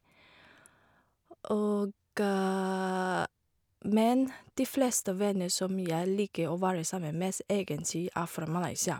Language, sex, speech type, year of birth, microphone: Norwegian, female, spontaneous, 1978, Shure